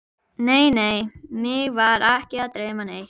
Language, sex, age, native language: Icelandic, female, 11, Icelandic